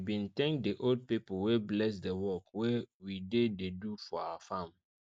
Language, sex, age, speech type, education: Nigerian Pidgin, male, 15-29, spontaneous, tertiary